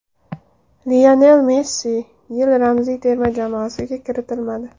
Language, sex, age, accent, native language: Uzbek, female, 19-29, Andijon, Uzbek